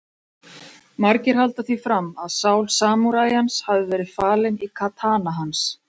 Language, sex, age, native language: Icelandic, female, 40-49, Icelandic